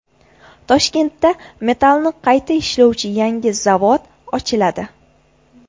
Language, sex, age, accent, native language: Uzbek, female, 18-24, Buxoro, Uzbek